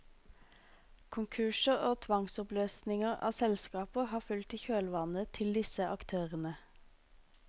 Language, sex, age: Norwegian, female, 26